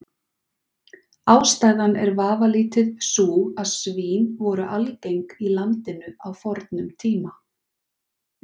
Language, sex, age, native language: Icelandic, female, 40-49, Icelandic